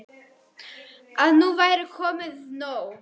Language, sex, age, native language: Icelandic, female, 10, Polish